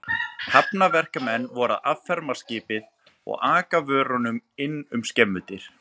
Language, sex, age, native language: Icelandic, male, 30-39, Icelandic